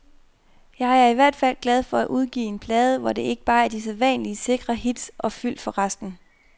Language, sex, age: Danish, female, 24